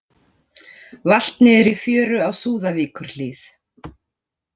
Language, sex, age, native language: Icelandic, female, 40-49, Icelandic